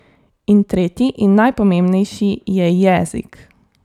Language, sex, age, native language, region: Slovenian, female, 18-29, Slovenian, Savinja region